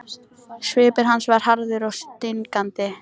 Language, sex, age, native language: Icelandic, female, 13, Icelandic